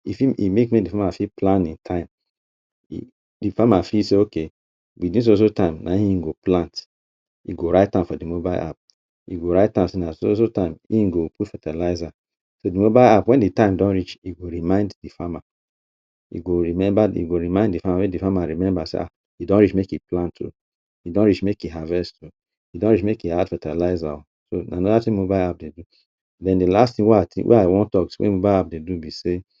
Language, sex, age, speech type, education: Nigerian Pidgin, male, 30-45, spontaneous, tertiary